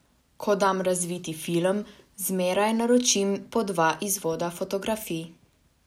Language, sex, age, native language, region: Slovenian, female, 18-29, Slovenian, Savinja region